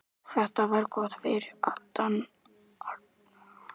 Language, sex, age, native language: Icelandic, male, 18-19, Icelandic